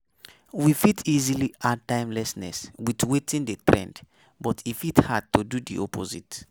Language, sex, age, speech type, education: Nigerian Pidgin, male, 15-29, spontaneous, tertiary